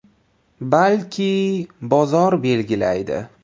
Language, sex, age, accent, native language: Uzbek, male, 18-24, Toshkent viloyati, Uzbek